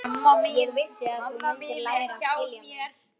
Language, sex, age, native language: Icelandic, male, 11, Icelandic